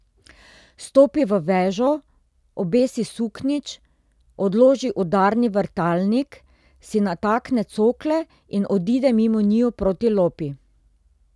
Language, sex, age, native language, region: Slovenian, female, 30-49, Slovenian, Drava region